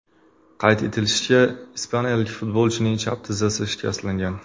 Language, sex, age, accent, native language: Uzbek, male, 25-34, Qashqadaryo, Uzbek